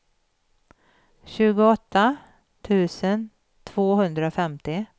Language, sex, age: Swedish, female, 51